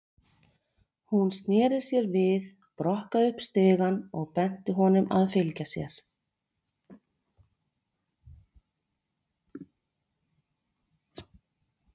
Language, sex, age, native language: Icelandic, female, 40-49, Icelandic